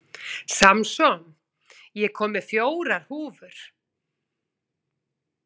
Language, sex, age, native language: Icelandic, female, 40-49, Icelandic